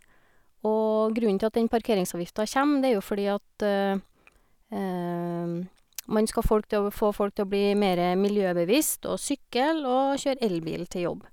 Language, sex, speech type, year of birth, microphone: Norwegian, female, spontaneous, 1971, Sennheiser